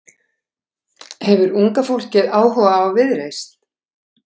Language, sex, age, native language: Icelandic, female, 50-59, Icelandic